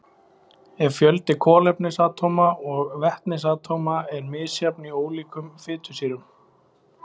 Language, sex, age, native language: Icelandic, male, 20-29, Icelandic